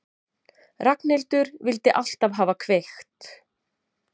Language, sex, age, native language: Icelandic, female, 40-49, Icelandic